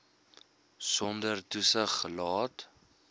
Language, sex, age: Afrikaans, male, 21